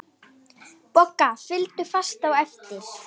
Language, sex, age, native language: Icelandic, female, 9, Icelandic